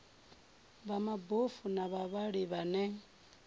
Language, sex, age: Venda, female, 24